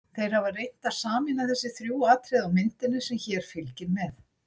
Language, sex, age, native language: Icelandic, female, 60-69, Icelandic